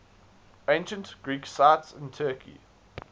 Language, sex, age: English, male, 19